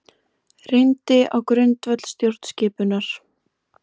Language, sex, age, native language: Icelandic, female, 20-29, Icelandic